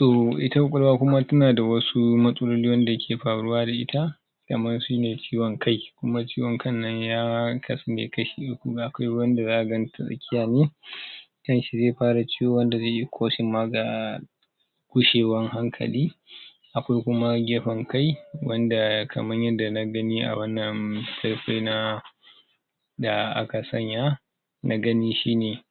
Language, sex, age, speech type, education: Hausa, male, 30-45, spontaneous, tertiary